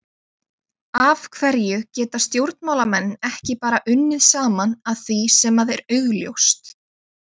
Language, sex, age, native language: Icelandic, female, 20-29, Icelandic